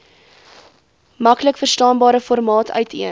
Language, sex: Afrikaans, female